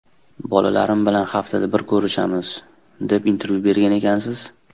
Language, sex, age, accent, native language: Uzbek, male, 19-29, Toshkent shahri, Uzbek